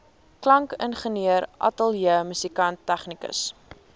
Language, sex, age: Afrikaans, female, 19